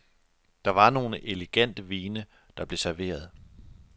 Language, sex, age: Danish, male, 42